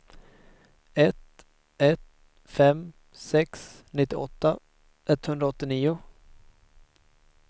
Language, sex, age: Swedish, male, 22